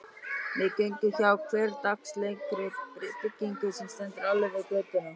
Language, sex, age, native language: Icelandic, male, 12, Icelandic